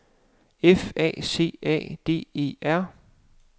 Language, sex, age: Danish, male, 35